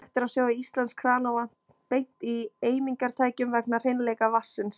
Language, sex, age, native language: Icelandic, female, 20-29, Icelandic